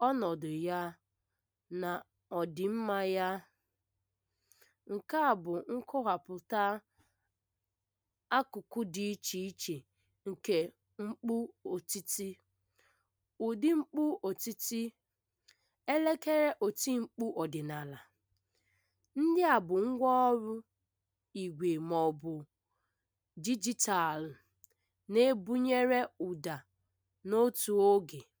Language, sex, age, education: Igbo, female, 15-29, primary